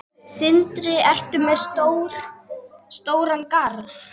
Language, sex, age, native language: Icelandic, female, 8, Icelandic